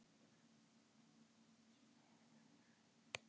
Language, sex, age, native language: Icelandic, female, 18-19, Icelandic